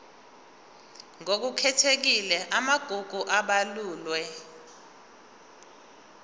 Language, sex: Zulu, female